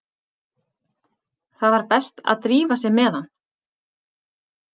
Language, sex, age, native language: Icelandic, female, 40-49, Icelandic